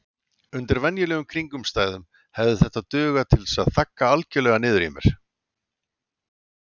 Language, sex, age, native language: Icelandic, male, 40-49, Icelandic